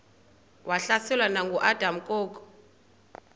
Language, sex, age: Xhosa, female, 30